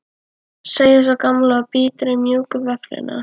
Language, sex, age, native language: Icelandic, female, 12, Icelandic